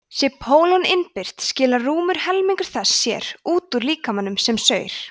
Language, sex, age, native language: Icelandic, female, 20-29, Icelandic